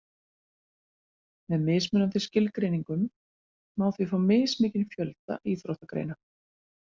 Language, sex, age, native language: Icelandic, female, 40-49, Icelandic